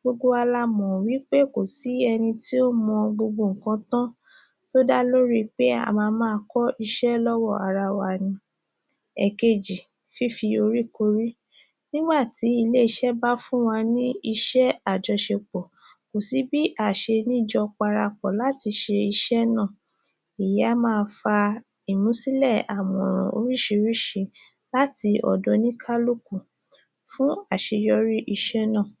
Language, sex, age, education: Yoruba, female, 30-45, tertiary